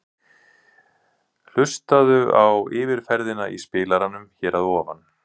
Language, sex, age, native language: Icelandic, male, 40-49, Icelandic